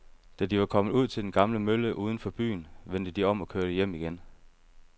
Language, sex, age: Danish, male, 30